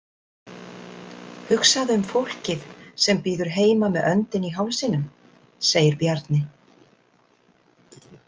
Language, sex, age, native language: Icelandic, female, 60-69, Icelandic